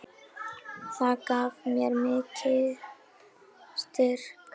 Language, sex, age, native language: Icelandic, female, 9, Icelandic